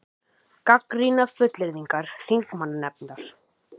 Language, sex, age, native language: Icelandic, male, 18-19, Icelandic